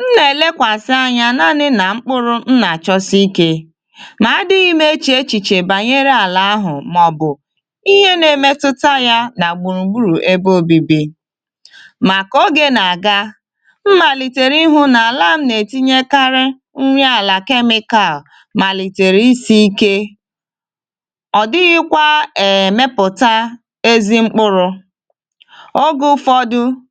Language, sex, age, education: Igbo, female, 15-29, tertiary